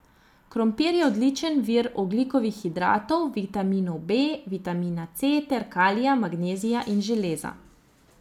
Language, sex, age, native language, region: Slovenian, female, 30-49, Slovenian, Zasavska region